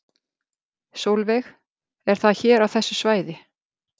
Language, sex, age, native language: Icelandic, female, 50-59, Icelandic